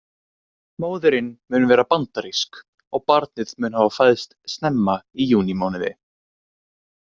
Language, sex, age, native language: Icelandic, male, 18-19, Icelandic